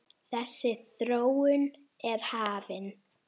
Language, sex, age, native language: Icelandic, female, 9, Icelandic